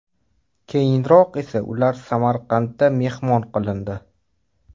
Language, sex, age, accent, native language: Uzbek, male, 25-34, Toshkent viloyati, Uzbek